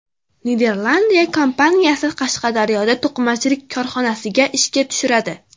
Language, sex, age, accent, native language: Uzbek, female, 12-17, Farg'ona, Uzbek